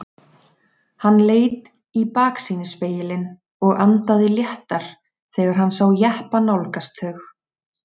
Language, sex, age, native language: Icelandic, female, 30-39, Icelandic